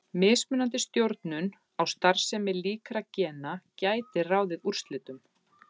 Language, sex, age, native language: Icelandic, female, 40-49, Icelandic